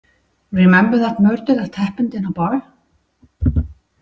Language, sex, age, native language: Icelandic, female, 60-69, Icelandic